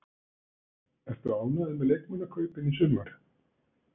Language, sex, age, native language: Icelandic, male, 60-69, Icelandic